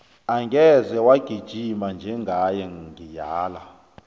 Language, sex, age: South Ndebele, male, 29